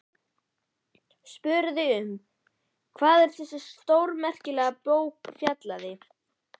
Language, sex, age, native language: Icelandic, male, 11, Icelandic